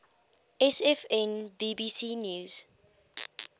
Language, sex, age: English, female, 21